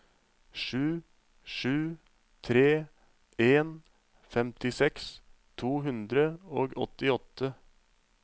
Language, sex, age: Norwegian, male, 35